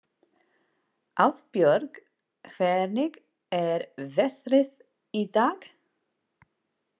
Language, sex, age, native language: Icelandic, female, 40-49, English